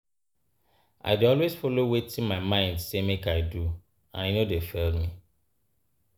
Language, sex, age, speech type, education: Nigerian Pidgin, male, 30-45, spontaneous, tertiary